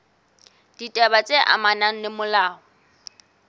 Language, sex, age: Southern Sotho, female, 18